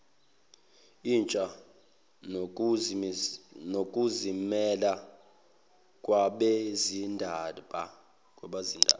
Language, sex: Zulu, male